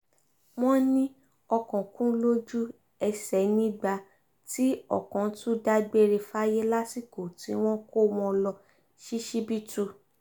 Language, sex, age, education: Yoruba, female, 15-29, tertiary